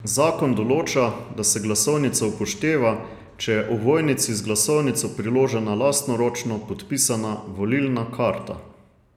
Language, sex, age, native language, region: Slovenian, male, 30-49, Slovenian, Savinja region